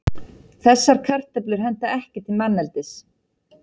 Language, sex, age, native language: Icelandic, female, 30-39, Icelandic